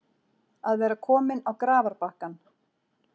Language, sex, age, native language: Icelandic, female, 40-49, Icelandic